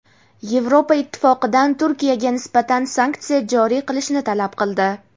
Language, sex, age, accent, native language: Uzbek, female, 18-24, Namangan, Uzbek